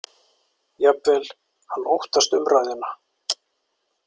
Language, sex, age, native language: Icelandic, male, 40-49, Icelandic